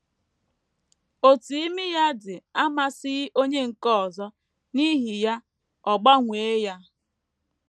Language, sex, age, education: Igbo, female, 15-29, tertiary